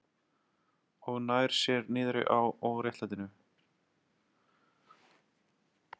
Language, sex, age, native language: Icelandic, male, 30-39, Icelandic